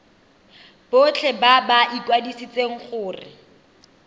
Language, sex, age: Tswana, female, 23